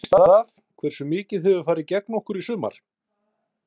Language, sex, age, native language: Icelandic, male, 50-59, Icelandic